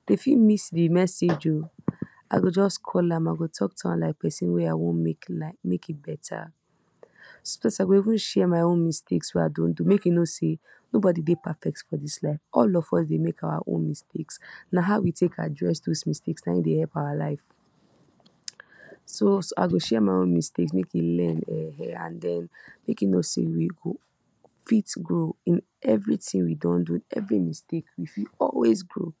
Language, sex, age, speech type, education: Nigerian Pidgin, female, 46-60, spontaneous, tertiary